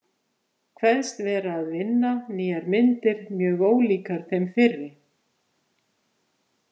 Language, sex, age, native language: Icelandic, female, 50-59, Icelandic